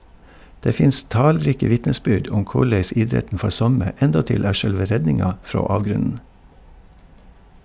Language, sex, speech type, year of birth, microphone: Norwegian, male, read, 1952, Shure